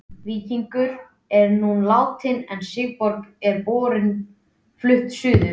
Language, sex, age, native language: Icelandic, male, 12, Icelandic